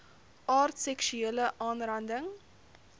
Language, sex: Afrikaans, female